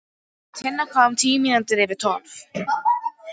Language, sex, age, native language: Icelandic, female, 12, Icelandic